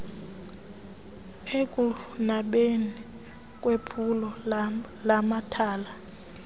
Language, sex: Xhosa, female